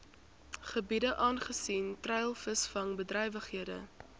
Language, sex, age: Afrikaans, female, 21